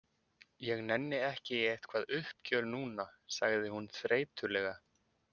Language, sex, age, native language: Icelandic, male, 20-29, Icelandic